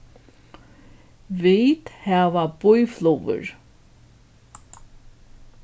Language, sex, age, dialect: Faroese, female, 61+, Norðuroyggjar